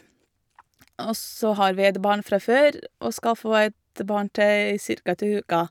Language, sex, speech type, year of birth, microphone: Norwegian, female, spontaneous, 1986, Shure